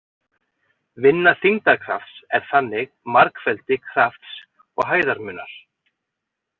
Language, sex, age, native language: Icelandic, male, 40-49, Icelandic